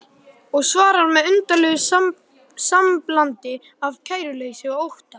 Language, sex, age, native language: Icelandic, male, 11, Icelandic